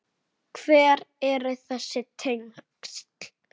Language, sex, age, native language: Icelandic, male, 8, Icelandic